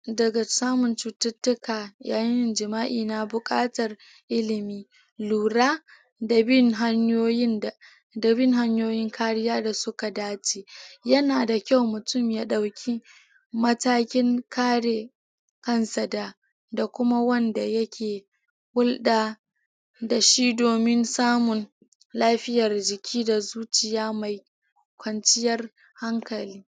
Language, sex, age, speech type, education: Hausa, female, 30-45, spontaneous, tertiary